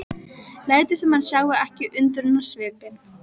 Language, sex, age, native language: Icelandic, female, 12, Icelandic